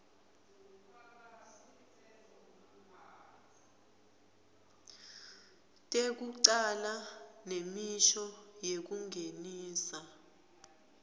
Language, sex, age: Swati, female, 20